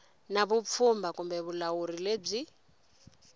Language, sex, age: Tsonga, female, 20